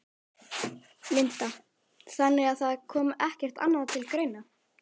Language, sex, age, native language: Icelandic, male, 11, Icelandic